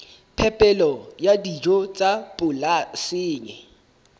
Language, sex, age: Southern Sotho, male, 23